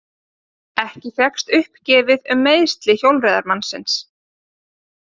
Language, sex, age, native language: Icelandic, female, 30-39, Icelandic